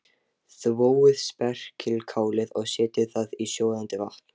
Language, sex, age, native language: Icelandic, male, 13, Lithuanian